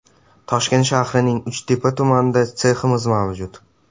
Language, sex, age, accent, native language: Uzbek, male, 12-17, Samarqand, Uzbek